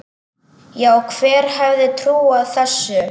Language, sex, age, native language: Icelandic, male, 10, Icelandic